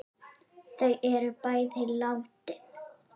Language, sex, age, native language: Icelandic, female, 7, Icelandic